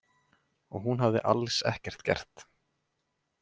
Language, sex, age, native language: Icelandic, male, 20-29, Icelandic